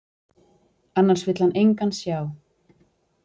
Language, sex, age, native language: Icelandic, female, 40-49, Icelandic